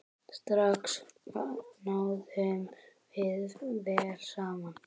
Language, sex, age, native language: Icelandic, male, 10, Icelandic